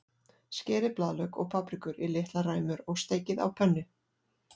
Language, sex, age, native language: Icelandic, female, 40-49, Icelandic